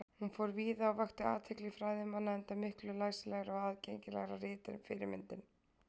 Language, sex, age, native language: Icelandic, female, 20-29, Icelandic